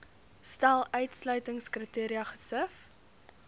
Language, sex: Afrikaans, female